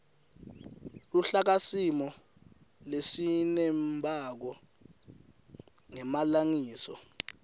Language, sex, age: Swati, male, 19